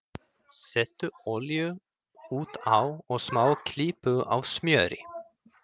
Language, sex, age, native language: Icelandic, male, 30-39, Swedish